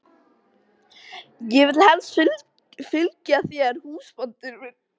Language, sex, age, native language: Icelandic, female, 13, Icelandic